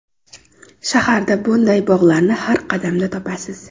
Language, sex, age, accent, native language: Uzbek, female, 18-24, Xorazm, Uzbek